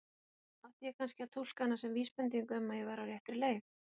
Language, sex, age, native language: Icelandic, female, 40-49, Icelandic